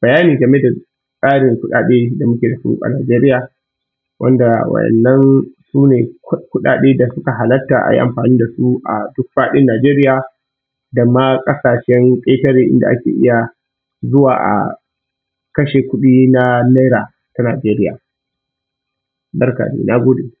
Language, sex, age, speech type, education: Hausa, male, 15-29, spontaneous, tertiary